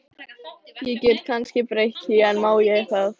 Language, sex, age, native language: Icelandic, female, 13, Icelandic